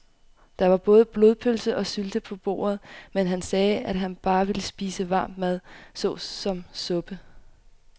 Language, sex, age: Danish, female, 25